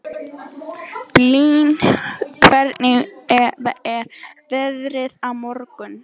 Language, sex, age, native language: Icelandic, female, 18-19, Icelandic